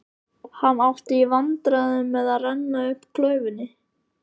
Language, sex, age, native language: Icelandic, male, 13, Icelandic